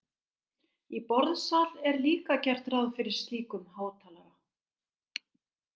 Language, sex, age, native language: Icelandic, female, 60-69, Icelandic